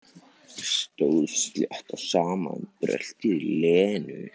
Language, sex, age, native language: Icelandic, other, 14, Icelandic